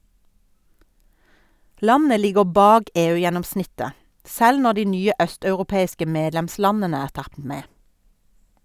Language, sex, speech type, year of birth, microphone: Norwegian, female, read, 1972, Sennheiser